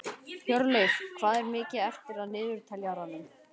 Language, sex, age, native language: Icelandic, male, 12, Icelandic